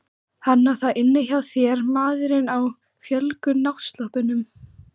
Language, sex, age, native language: Icelandic, female, 14, Icelandic